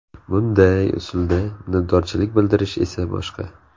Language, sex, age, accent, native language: Uzbek, male, 18-24, Navoiy, Uzbek